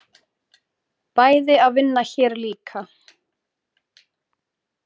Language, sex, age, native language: Icelandic, female, 30-39, Icelandic